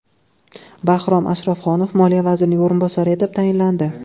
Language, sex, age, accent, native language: Uzbek, male, 18-24, Toshkent viloyati, Uzbek